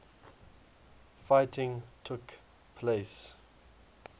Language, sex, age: English, male, 21